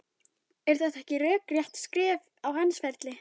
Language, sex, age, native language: Icelandic, female, 12, Icelandic